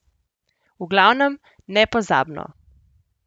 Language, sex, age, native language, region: Slovenian, female, 18-29, Slovenian, Central Slovenia